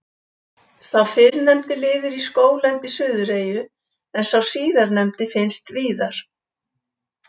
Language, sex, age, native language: Icelandic, female, 70-79, Icelandic